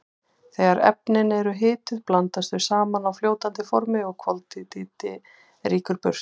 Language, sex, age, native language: Icelandic, female, 40-49, Icelandic